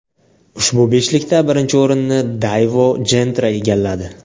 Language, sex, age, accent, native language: Uzbek, male, 18-24, Navoiy, Uzbek